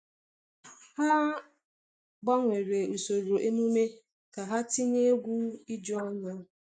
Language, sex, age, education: Igbo, female, 30-45, tertiary